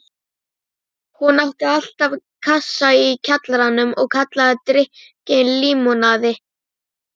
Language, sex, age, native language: Icelandic, female, 12, Icelandic